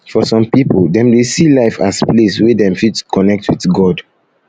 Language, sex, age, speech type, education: Nigerian Pidgin, male, 15-29, spontaneous, tertiary